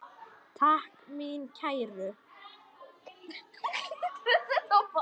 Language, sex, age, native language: Icelandic, male, 10, Icelandic